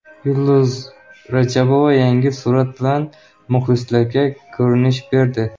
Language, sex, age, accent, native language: Uzbek, male, under 19, Xorazm, Uzbek